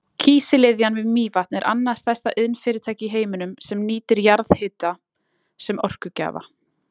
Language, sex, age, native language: Icelandic, female, 20-29, Icelandic